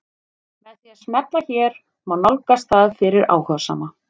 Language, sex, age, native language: Icelandic, female, 30-39, Icelandic